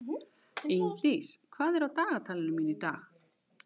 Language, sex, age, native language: Icelandic, female, 50-59, Icelandic